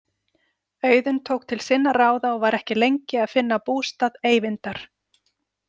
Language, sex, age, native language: Icelandic, female, 40-49, Icelandic